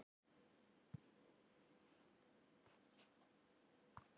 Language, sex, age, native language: Icelandic, female, 60-69, Icelandic